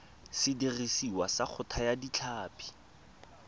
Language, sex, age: Tswana, male, 22